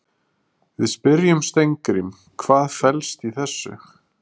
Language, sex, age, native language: Icelandic, male, 30-39, Icelandic